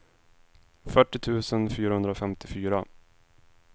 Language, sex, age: Swedish, male, 26